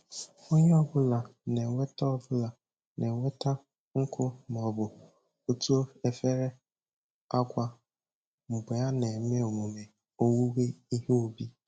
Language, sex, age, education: Igbo, male, 15-29, tertiary